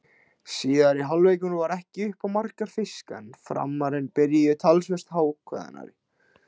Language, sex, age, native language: Icelandic, male, 16, Icelandic